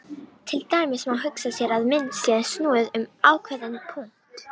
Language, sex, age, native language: Icelandic, male, 18-19, Icelandic